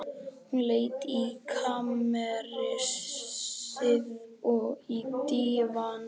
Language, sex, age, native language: Icelandic, male, 11, Icelandic